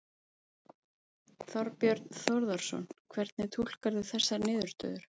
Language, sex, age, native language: Icelandic, female, 30-39, Icelandic